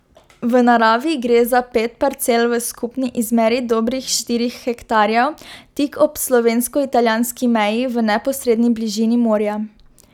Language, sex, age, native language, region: Slovenian, female, 12-17, Slovenian, Drava region